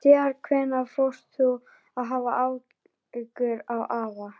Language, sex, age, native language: Icelandic, female, 12, Icelandic